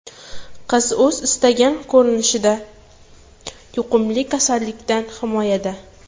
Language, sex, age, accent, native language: Uzbek, female, 18-24, Toshkent viloyati, Uzbek